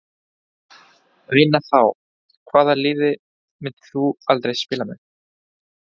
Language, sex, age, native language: Icelandic, male, 20-29, Spanish